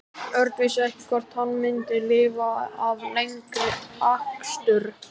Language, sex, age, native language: Icelandic, male, 13, Icelandic